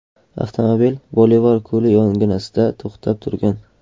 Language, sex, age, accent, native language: Uzbek, male, 12-17, Qashqadaryo, Uzbek